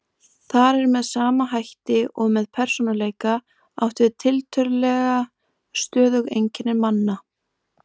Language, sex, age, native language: Icelandic, female, 20-29, Icelandic